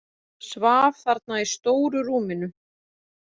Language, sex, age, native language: Icelandic, female, 40-49, Icelandic